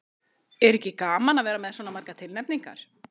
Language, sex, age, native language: Icelandic, female, 30-39, Icelandic